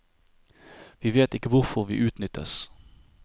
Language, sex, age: Norwegian, male, 30